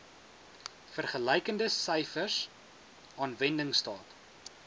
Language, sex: Afrikaans, male